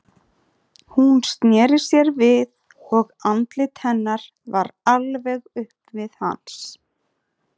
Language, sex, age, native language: Icelandic, female, 30-39, Icelandic